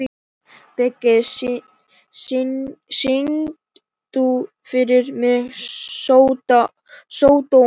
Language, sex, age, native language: Icelandic, male, 11, Icelandic